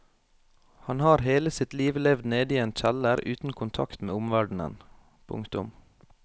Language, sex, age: Norwegian, male, 21